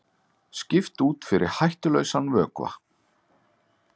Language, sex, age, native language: Icelandic, male, 40-49, Icelandic